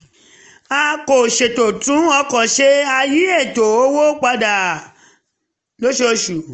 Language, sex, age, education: Yoruba, female, 30-45, tertiary